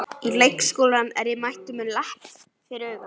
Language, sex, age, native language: Icelandic, male, 11, Icelandic